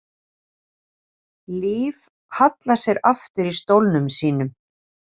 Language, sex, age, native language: Icelandic, female, 50-59, Icelandic